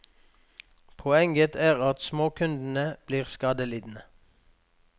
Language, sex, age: Norwegian, male, 46